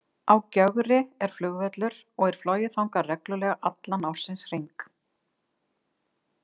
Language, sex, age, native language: Icelandic, female, 50-59, Icelandic